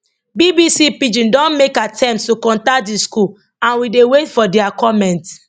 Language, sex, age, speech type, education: Nigerian Pidgin, female, 30-45, spontaneous, tertiary